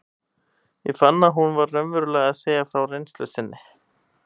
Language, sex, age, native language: Icelandic, male, 18-19, Icelandic